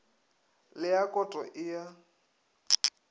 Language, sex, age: Northern Sotho, male, 21